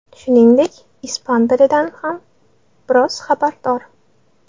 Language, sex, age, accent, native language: Uzbek, female, 18-24, Toshkent shahri, Uzbek